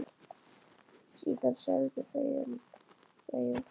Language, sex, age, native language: Icelandic, female, 8, Icelandic